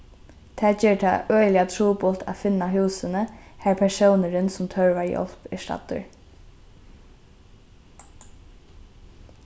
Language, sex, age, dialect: Faroese, female, 15-35, Norðurstreymoy/Eysturoy